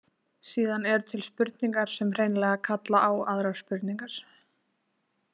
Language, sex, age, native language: Icelandic, female, 20-29, Icelandic